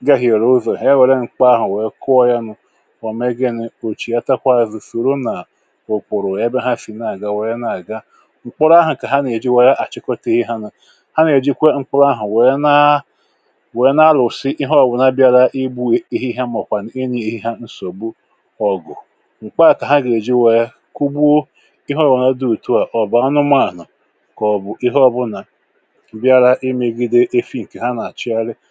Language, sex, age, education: Igbo, male, 60+, tertiary